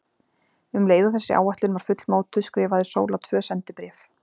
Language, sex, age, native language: Icelandic, female, 40-49, Icelandic